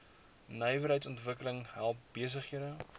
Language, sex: Afrikaans, male